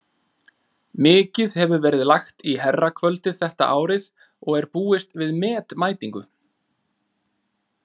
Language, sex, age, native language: Icelandic, male, 30-39, Icelandic